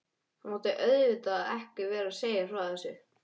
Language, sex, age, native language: Icelandic, male, 11, English